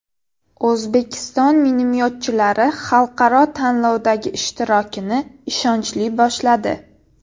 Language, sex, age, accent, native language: Uzbek, female, 18-24, Sirdaryo, Uzbek